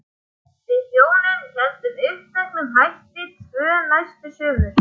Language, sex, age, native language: Icelandic, male, 11, Icelandic